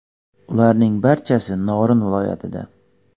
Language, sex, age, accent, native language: Uzbek, male, 25-34, Xorazm, Uzbek